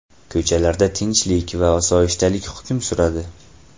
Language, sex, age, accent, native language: Uzbek, male, 18-24, Farg'ona, Uzbek